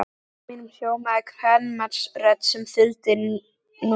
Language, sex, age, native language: Icelandic, female, 11, Icelandic